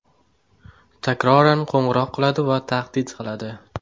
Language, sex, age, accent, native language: Uzbek, male, 18-24, Qoraqalpog'iston, Uzbek